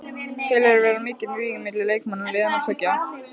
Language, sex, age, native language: Icelandic, female, 15, Icelandic